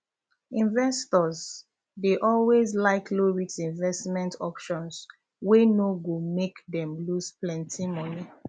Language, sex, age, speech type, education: Nigerian Pidgin, female, 15-29, spontaneous, tertiary